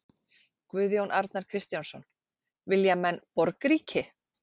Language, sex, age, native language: Icelandic, female, 40-49, Icelandic